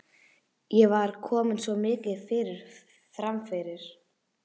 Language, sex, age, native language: Icelandic, female, 11, Icelandic